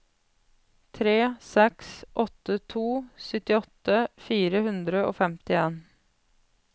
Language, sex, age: Norwegian, female, 28